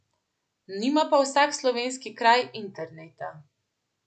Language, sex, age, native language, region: Slovenian, female, 18-29, Slovenian, Central Slovenia